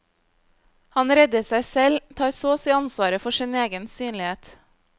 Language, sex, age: Norwegian, female, 25